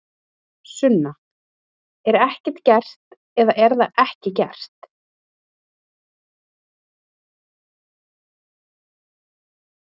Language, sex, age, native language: Icelandic, female, 30-39, Icelandic